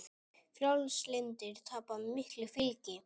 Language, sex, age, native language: Icelandic, male, 30-39, Icelandic